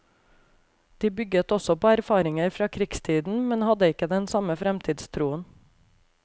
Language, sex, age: Norwegian, female, 28